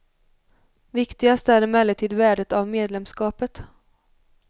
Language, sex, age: Swedish, female, 21